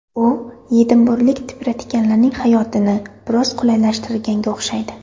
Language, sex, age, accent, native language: Uzbek, female, 18-24, Surxondaryo, Uzbek